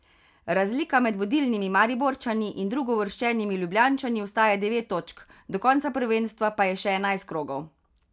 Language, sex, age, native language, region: Slovenian, female, 30-49, Slovenian, Carinthia region